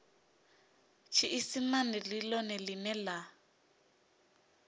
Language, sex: Venda, female